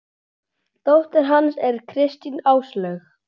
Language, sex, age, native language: Icelandic, male, 9, Icelandic